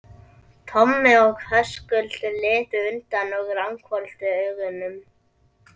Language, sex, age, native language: Icelandic, male, 11, Icelandic